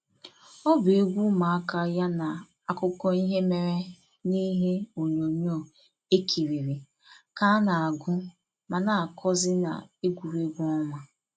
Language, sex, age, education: Igbo, female, 15-29, tertiary